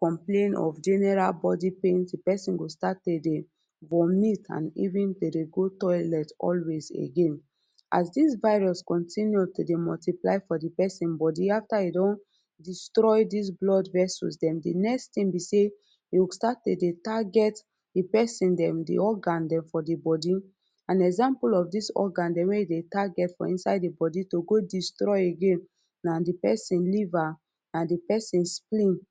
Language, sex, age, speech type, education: Nigerian Pidgin, female, 30-45, spontaneous, tertiary